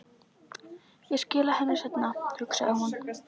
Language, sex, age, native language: Icelandic, female, 11, Icelandic